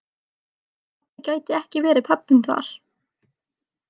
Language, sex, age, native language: Icelandic, male, 18-19, Icelandic